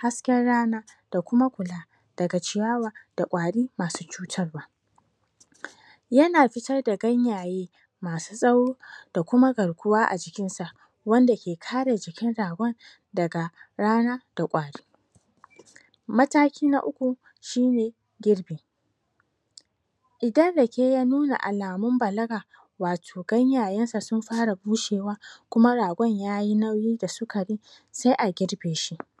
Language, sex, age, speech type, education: Hausa, female, 30-45, spontaneous, tertiary